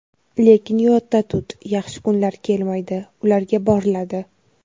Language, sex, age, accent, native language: Uzbek, female, 18-24, Navoiy, Uzbek